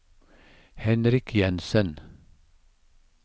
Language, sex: Norwegian, male